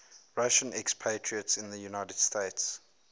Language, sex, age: English, male, 22